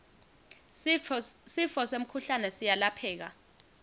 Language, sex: Swati, female